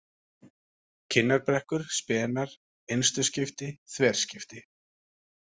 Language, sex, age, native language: Icelandic, male, 40-49, Icelandic